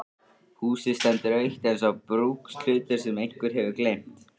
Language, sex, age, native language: Icelandic, male, 13, Icelandic